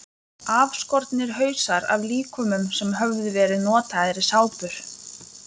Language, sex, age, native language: Icelandic, female, 20-29, Lithuanian